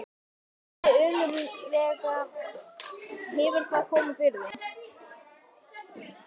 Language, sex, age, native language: Icelandic, female, 11, Icelandic